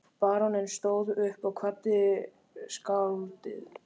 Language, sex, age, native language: Icelandic, male, 13, Icelandic